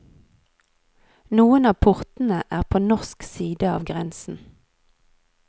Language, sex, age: Norwegian, female, 39